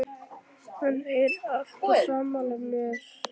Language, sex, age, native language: Icelandic, male, 11, Icelandic